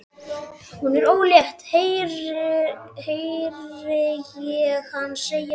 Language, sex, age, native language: Icelandic, male, 12, Icelandic